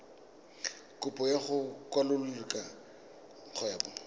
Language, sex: Tswana, male